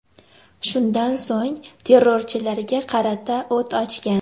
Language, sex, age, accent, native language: Uzbek, female, 18-24, Sirdaryo, Uzbek